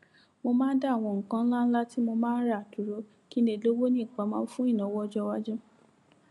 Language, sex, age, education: Yoruba, female, 15-29, tertiary